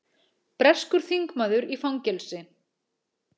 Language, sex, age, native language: Icelandic, female, 40-49, Icelandic